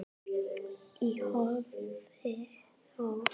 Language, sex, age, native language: Icelandic, female, 7, Icelandic